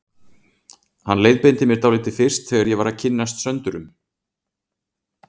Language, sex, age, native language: Icelandic, male, 40-49, Icelandic